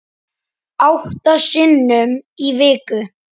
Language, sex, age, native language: Icelandic, male, 10, Icelandic